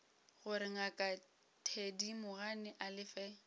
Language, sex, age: Northern Sotho, female, 22